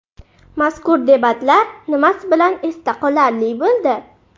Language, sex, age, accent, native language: Uzbek, female, 12-17, Buxoro, Uzbek